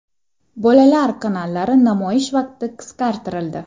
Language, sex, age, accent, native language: Uzbek, female, 18-24, Xorazm, Uzbek